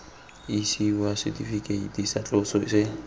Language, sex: Tswana, male